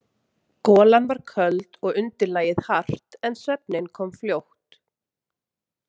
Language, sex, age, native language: Icelandic, female, 30-39, Icelandic